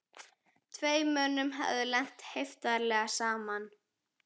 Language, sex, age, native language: Icelandic, female, 11, Icelandic